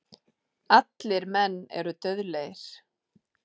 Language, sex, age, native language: Icelandic, female, 30-39, Icelandic